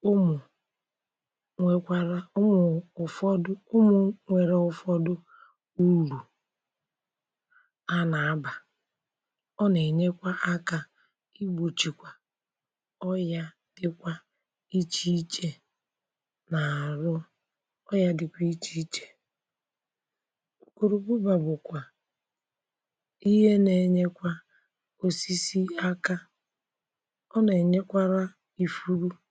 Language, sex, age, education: Igbo, male, 46-60, tertiary